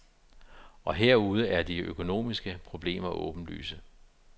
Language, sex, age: Danish, male, 52